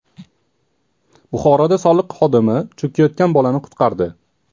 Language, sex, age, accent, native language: Uzbek, male, 18-24, Toshkent shahri, Uzbek